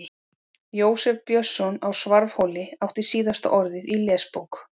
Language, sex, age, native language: Icelandic, female, 40-49, Icelandic